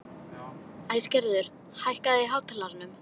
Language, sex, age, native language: Icelandic, female, 12, Icelandic